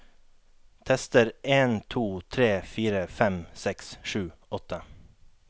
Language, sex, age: Norwegian, male, 21